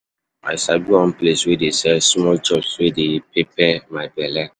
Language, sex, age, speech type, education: Nigerian Pidgin, male, 15-29, spontaneous, tertiary